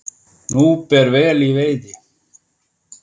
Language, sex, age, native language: Icelandic, male, 50-59, Icelandic